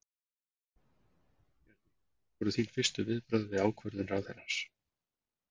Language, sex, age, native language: Icelandic, male, 40-49, Icelandic